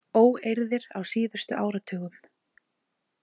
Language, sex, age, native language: Icelandic, female, 20-29, Icelandic